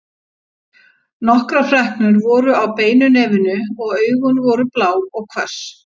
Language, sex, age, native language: Icelandic, female, 50-59, Icelandic